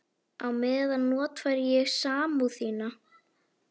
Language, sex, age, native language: Icelandic, female, 11, Icelandic